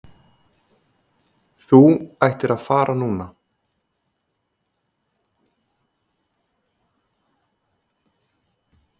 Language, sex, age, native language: Icelandic, male, 30-39, Icelandic